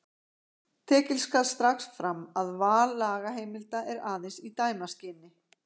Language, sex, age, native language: Icelandic, female, 50-59, Icelandic